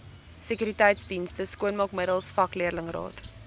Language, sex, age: Afrikaans, female, 19